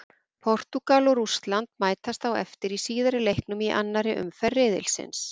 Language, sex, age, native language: Icelandic, female, 40-49, Icelandic